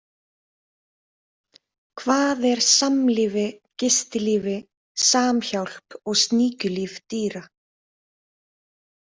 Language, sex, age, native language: Icelandic, female, 30-39, Icelandic